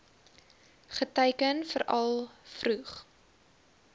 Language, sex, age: Afrikaans, female, 20